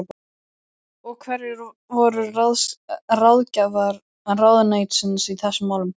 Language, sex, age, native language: Icelandic, male, 12, Icelandic